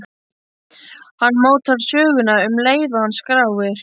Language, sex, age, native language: Icelandic, male, 12, Icelandic